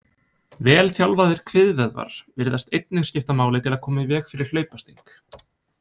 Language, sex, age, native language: Icelandic, male, 20-29, Icelandic